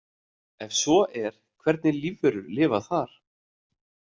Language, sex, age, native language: Icelandic, male, 30-39, Icelandic